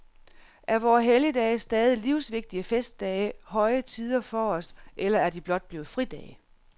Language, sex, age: Danish, female, 46